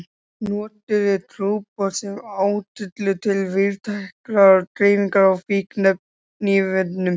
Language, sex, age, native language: Icelandic, male, 13, Icelandic